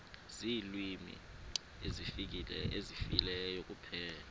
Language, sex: Xhosa, male